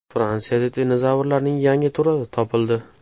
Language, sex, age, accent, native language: Uzbek, male, 18-24, Toshkent shahri, Uzbek